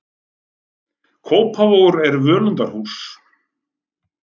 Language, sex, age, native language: Icelandic, male, 40-49, Icelandic